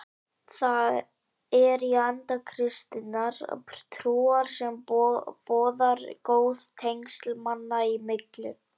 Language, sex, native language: Icelandic, male, Icelandic